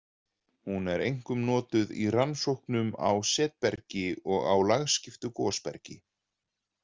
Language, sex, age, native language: Icelandic, male, 40-49, Icelandic